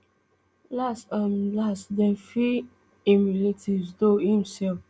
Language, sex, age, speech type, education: Nigerian Pidgin, female, 15-29, spontaneous, tertiary